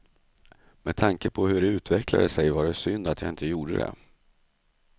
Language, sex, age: Swedish, male, 35